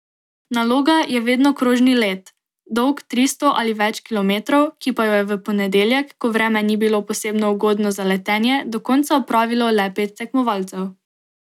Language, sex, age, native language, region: Slovenian, female, 18-29, Slovenian, Drava region